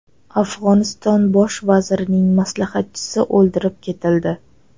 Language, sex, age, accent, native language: Uzbek, female, 18-24, Toshkent shahri, Uzbek